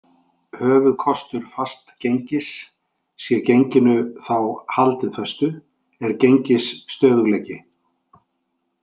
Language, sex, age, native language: Icelandic, male, 50-59, Icelandic